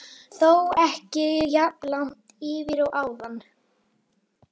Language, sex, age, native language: Icelandic, female, 18-19, Icelandic